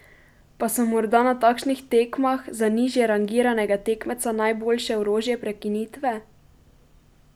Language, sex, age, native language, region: Slovenian, female, 12-17, Slovenian, Pomurje region